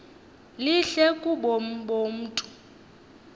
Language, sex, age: Xhosa, female, 22